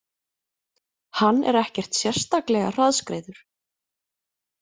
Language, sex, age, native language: Icelandic, female, 20-29, Icelandic